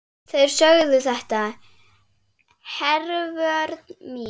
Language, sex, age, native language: Icelandic, female, 8, Icelandic